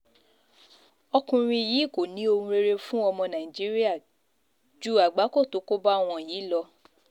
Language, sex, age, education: Yoruba, female, 15-29, tertiary